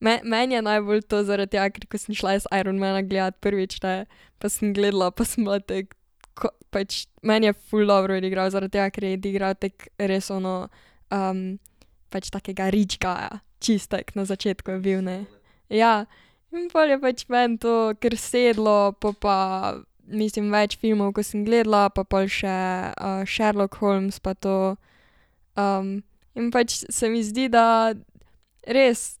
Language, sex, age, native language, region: Slovenian, female, 12-17, Slovenian, Savinja region